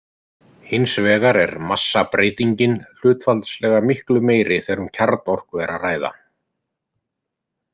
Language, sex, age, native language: Icelandic, male, 50-59, Icelandic